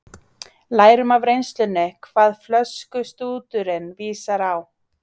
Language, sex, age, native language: Icelandic, female, 30-39, Icelandic